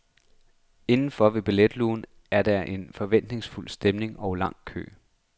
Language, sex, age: Danish, male, 26